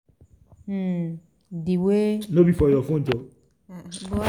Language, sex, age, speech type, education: Nigerian Pidgin, female, 15-29, spontaneous, tertiary